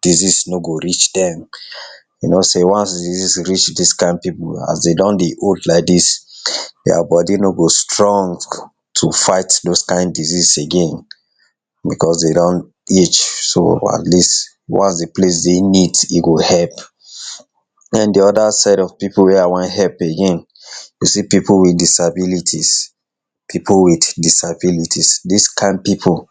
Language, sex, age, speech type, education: Nigerian Pidgin, male, 60+, spontaneous, tertiary